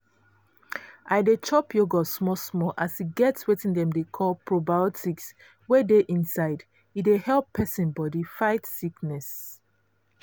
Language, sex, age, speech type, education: Nigerian Pidgin, female, 30-45, spontaneous, tertiary